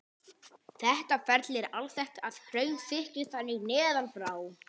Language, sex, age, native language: Icelandic, male, 18-19, Icelandic